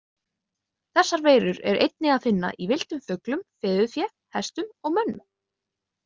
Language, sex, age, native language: Icelandic, female, 20-29, Icelandic